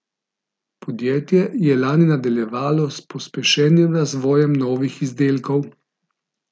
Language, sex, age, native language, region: Slovenian, male, 50-59, Slovenian, Gorica region